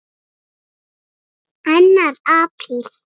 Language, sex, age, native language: Icelandic, female, 5, Icelandic